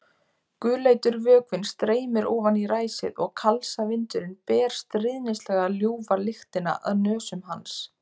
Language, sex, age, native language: Icelandic, female, 20-29, Icelandic